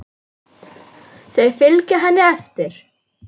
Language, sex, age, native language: Icelandic, female, 9, Icelandic